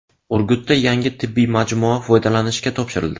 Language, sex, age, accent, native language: Uzbek, male, 18-24, Navoiy, Uzbek